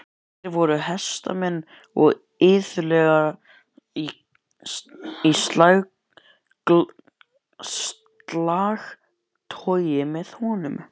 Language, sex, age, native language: Icelandic, male, 11, Icelandic